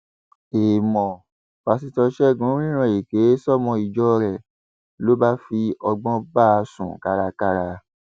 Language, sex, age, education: Yoruba, male, 30-45, tertiary